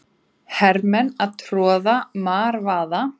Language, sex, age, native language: Icelandic, female, 20-29, Icelandic